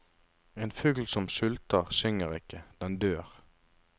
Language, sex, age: Norwegian, male, 33